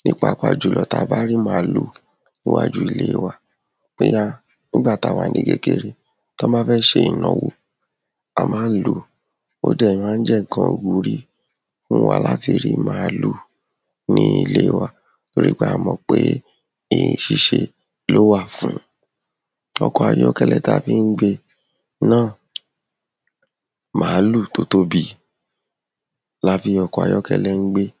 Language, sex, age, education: Yoruba, female, 30-45, secondary